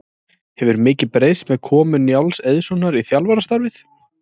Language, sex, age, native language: Icelandic, male, 30-39, Icelandic